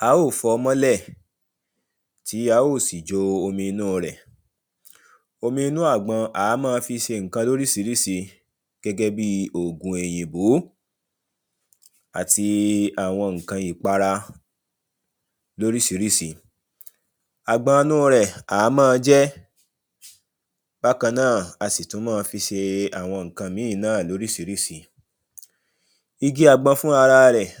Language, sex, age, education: Yoruba, male, 30-45, primary